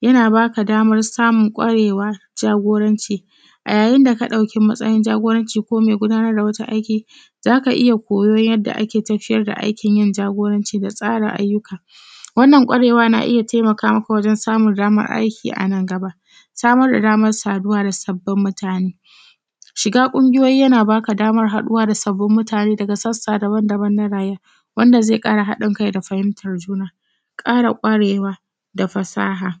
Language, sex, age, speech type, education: Hausa, female, 15-29, spontaneous, tertiary